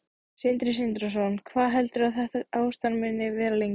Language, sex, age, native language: Icelandic, female, 15, Icelandic